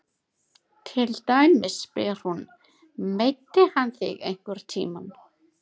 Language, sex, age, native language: Icelandic, female, 30-39, Icelandic